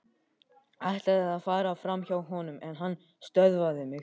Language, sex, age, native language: Icelandic, male, 14, Icelandic